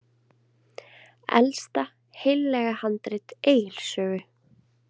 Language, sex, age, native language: Icelandic, female, 20-29, Icelandic